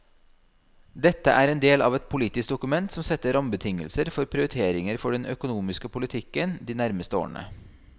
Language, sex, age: Norwegian, male, 32